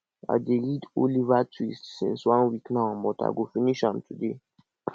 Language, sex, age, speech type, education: Nigerian Pidgin, male, 46-60, spontaneous, tertiary